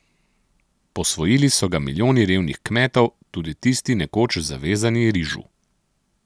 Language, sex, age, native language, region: Slovenian, male, 30-49, Slovenian, Central Slovenia